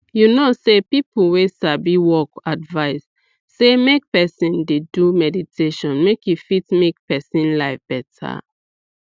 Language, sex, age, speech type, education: Nigerian Pidgin, female, 30-45, spontaneous, tertiary